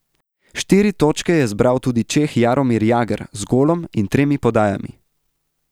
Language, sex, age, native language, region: Slovenian, male, 18-29, Slovenian, Central Slovenia